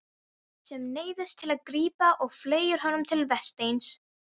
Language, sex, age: Icelandic, female, 13